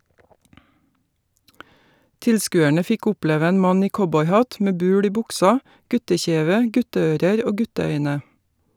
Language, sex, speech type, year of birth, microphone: Norwegian, female, read, 1961, Shure